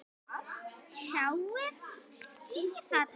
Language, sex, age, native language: Icelandic, female, 10, Icelandic